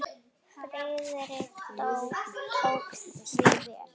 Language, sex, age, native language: Icelandic, female, 8, Icelandic